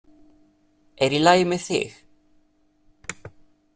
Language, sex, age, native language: Icelandic, male, 30-39, Italian